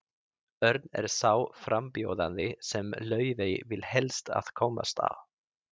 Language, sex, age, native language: Icelandic, male, 30-39, Icelandic